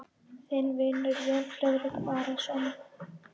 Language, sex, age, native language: Icelandic, female, 9, Icelandic